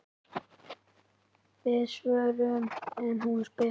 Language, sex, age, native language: Icelandic, male, 10, Icelandic